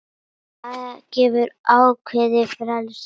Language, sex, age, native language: Icelandic, female, 9, Icelandic